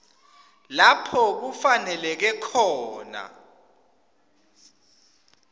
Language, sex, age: Swati, male, 25